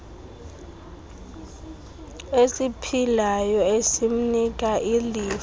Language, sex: Xhosa, female